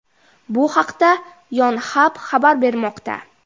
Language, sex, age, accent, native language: Uzbek, female, 12-17, Jizzax, Uzbek